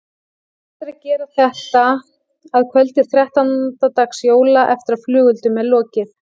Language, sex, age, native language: Icelandic, female, 18-19, Icelandic